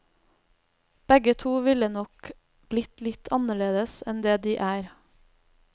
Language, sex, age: Norwegian, female, 32